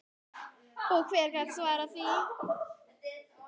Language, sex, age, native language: Icelandic, female, 9, Icelandic